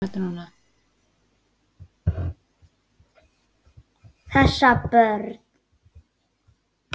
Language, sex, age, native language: Icelandic, female, 9, Icelandic